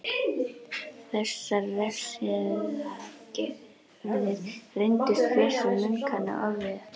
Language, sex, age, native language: Icelandic, other, 11, Icelandic